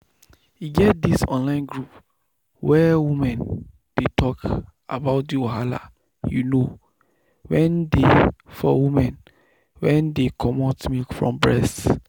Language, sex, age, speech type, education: Nigerian Pidgin, male, 15-29, spontaneous, tertiary